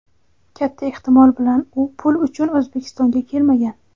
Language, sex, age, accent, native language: Uzbek, female, 18-24, Samarqand, Uzbek